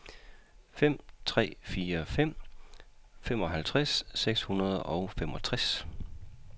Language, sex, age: Danish, male, 40